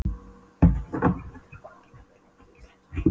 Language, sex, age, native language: Icelandic, female, 12, Polish